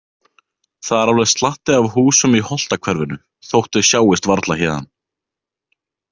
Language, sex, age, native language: Icelandic, male, 18-19, Icelandic